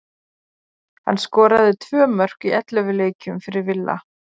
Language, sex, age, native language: Icelandic, female, 40-49, Icelandic